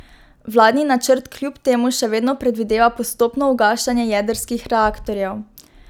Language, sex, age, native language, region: Slovenian, female, 12-17, Slovenian, Drava region